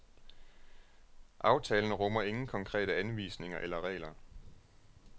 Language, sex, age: Danish, male, 36